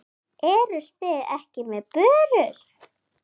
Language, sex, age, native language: Icelandic, female, 8, Icelandic